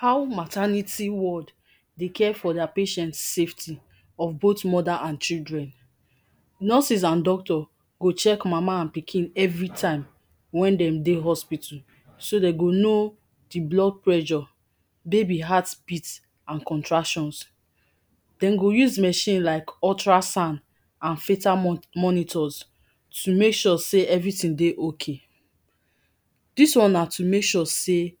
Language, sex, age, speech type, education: Nigerian Pidgin, female, 30-45, spontaneous, tertiary